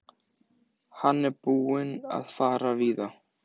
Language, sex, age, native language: Icelandic, male, 14, Icelandic